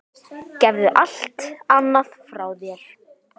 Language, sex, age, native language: Icelandic, female, 10, Icelandic